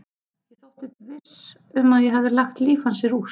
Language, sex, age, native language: Icelandic, female, 30-39, Icelandic